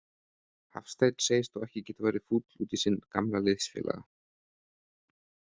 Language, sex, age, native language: Icelandic, male, 30-39, Icelandic